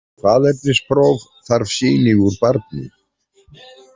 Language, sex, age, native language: Icelandic, male, 40-49, Icelandic